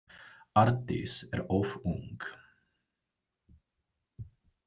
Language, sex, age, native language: Icelandic, male, 20-29, English